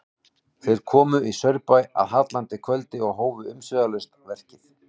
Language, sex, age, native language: Icelandic, male, 18-19, Icelandic